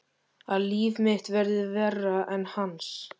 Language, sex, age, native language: Icelandic, male, 13, Icelandic